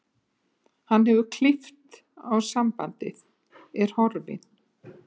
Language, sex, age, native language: Icelandic, female, 70-79, Icelandic